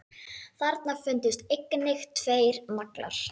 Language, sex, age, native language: Icelandic, female, 10, Icelandic